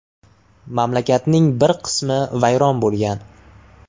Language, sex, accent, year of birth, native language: Uzbek, male, Toshkent shahri, 1999, Uzbek